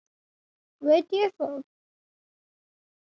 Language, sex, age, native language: Icelandic, male, 7, Icelandic